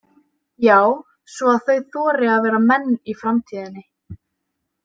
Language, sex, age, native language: Icelandic, female, 18-19, Icelandic